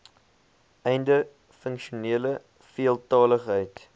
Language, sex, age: Afrikaans, male, 21